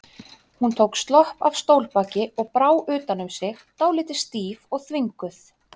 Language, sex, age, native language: Icelandic, female, 30-39, Icelandic